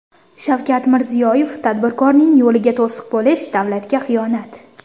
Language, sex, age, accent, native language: Uzbek, female, under 19, Surxondaryo, Uzbek